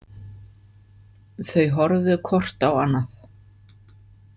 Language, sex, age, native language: Icelandic, female, 50-59, Icelandic